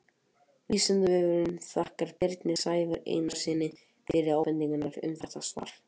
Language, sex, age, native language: Icelandic, male, 18-19, Icelandic